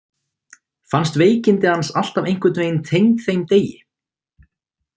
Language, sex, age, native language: Icelandic, male, 20-29, Icelandic